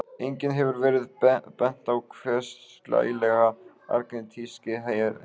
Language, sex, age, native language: Icelandic, male, 18-19, Icelandic